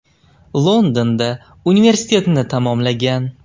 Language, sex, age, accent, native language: Uzbek, male, 19-29, Andijon, Uzbek